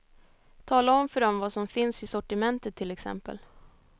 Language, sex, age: Swedish, female, 22